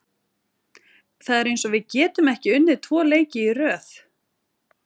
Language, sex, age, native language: Icelandic, female, 40-49, Icelandic